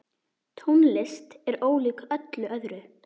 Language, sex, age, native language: Icelandic, female, 10, Icelandic